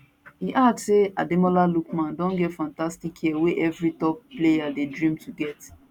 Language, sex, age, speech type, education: Nigerian Pidgin, female, 15-29, spontaneous, tertiary